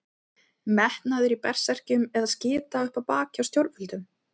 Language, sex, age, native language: Icelandic, female, 30-39, Icelandic